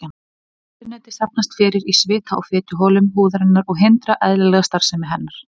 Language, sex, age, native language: Icelandic, female, 20-29, Icelandic